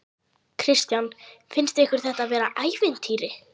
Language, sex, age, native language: Icelandic, female, 11, Icelandic